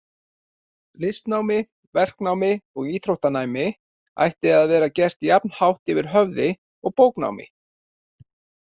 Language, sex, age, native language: Icelandic, male, 40-49, Icelandic